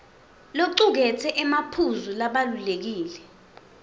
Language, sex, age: Swati, female, 20